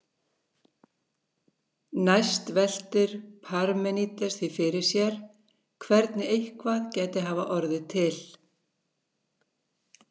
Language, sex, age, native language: Icelandic, female, 60-69, Icelandic